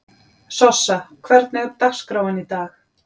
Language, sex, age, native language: Icelandic, female, 40-49, Icelandic